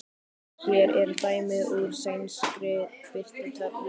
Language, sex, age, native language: Icelandic, male, 12, Icelandic